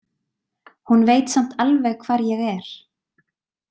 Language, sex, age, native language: Icelandic, female, 20-29, Icelandic